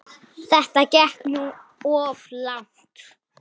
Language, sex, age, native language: Icelandic, female, 9, Icelandic